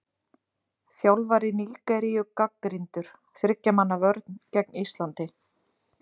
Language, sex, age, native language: Icelandic, female, 30-39, Icelandic